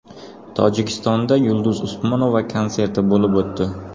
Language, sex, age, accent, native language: Uzbek, male, 18-24, Qoraqalpog'iston, Uzbek